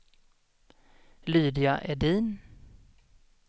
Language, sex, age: Swedish, male, 32